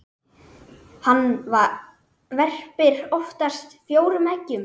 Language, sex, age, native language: Icelandic, male, 10, Icelandic